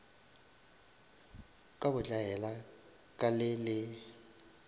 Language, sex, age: Northern Sotho, male, 23